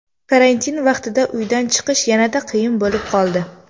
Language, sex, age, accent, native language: Uzbek, female, under 19, Toshkent shahri, Uzbek